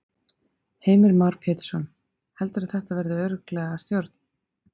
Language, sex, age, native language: Icelandic, female, 30-39, Icelandic